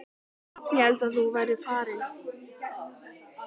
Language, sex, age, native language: Icelandic, male, 12, Icelandic